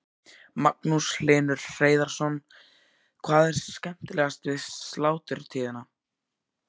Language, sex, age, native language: Icelandic, male, 14, Icelandic